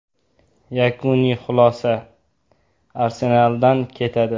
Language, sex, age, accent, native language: Uzbek, male, 18-24, Toshkent viloyati, Uzbek